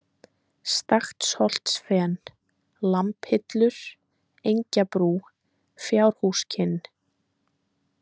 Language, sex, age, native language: Icelandic, female, 20-29, Icelandic